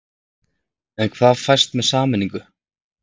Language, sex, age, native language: Icelandic, male, 30-39, Icelandic